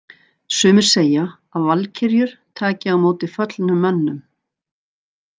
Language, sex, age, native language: Icelandic, female, 60-69, Icelandic